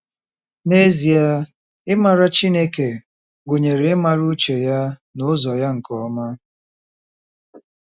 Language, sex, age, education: Igbo, male, 30-45, tertiary